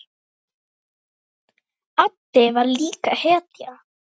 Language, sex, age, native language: Icelandic, female, 9, Icelandic